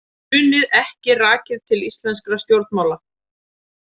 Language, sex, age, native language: Icelandic, female, 30-39, Icelandic